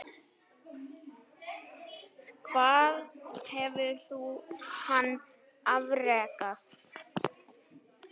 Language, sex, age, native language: Icelandic, male, 9, Icelandic